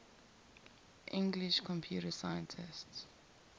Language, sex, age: English, female, 18